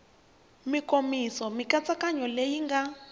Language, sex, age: Tsonga, female, 21